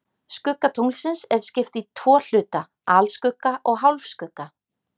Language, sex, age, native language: Icelandic, female, 30-39, Icelandic